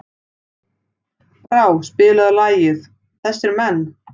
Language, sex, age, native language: Icelandic, female, 40-49, Icelandic